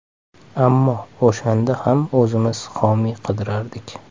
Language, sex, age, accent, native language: Uzbek, male, 25-34, Toshkent shahri, Uzbek